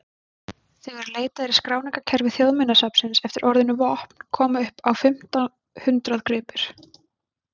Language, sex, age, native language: Icelandic, female, 20-29, Icelandic